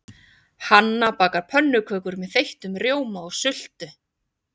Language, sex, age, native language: Icelandic, female, 40-49, Icelandic